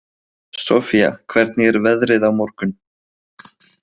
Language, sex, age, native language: Icelandic, male, 20-29, Icelandic